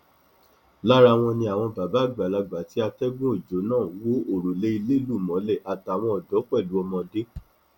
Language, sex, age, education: Yoruba, male, 30-45, tertiary